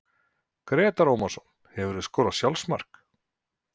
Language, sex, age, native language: Icelandic, male, 40-49, Icelandic